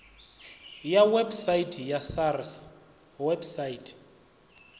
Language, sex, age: Venda, male, 25